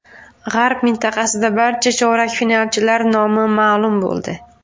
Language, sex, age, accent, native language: Uzbek, female, 19-29, Farg'ona, Uzbek